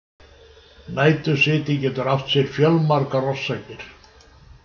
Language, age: Icelandic, 70-79